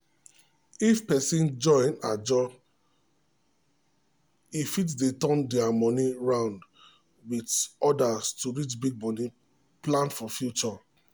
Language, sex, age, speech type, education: Nigerian Pidgin, male, 30-45, spontaneous, tertiary